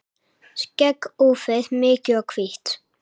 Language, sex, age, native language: Icelandic, male, 7, Icelandic